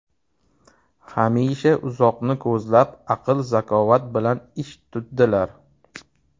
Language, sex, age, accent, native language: Uzbek, male, 30-39, Toshkent shahri, Uzbek